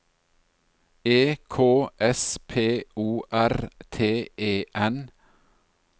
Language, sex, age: Norwegian, male, 40